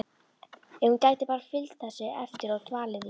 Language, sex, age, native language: Icelandic, female, 11, Icelandic